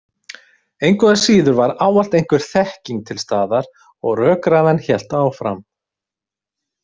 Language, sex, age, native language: Icelandic, male, 30-39, Icelandic